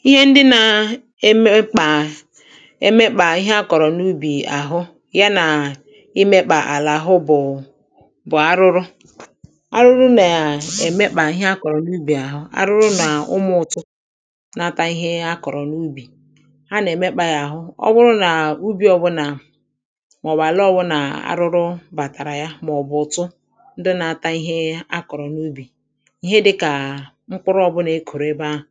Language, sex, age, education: Igbo, male, 30-45, tertiary